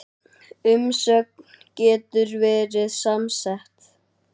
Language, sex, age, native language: Icelandic, male, 9, Icelandic